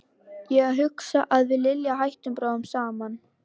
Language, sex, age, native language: Icelandic, female, 11, Icelandic